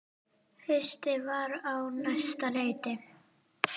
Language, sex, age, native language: Icelandic, female, 9, Icelandic